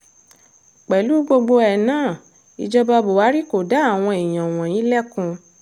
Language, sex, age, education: Yoruba, female, 30-45, tertiary